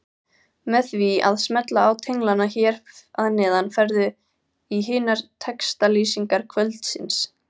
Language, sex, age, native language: Icelandic, female, 18-19, Icelandic